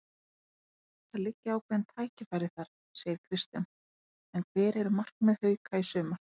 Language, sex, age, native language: Icelandic, female, 30-39, Icelandic